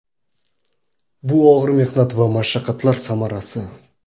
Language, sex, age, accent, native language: Uzbek, male, 18-24, Qoraqalpog'iston, Karakalpak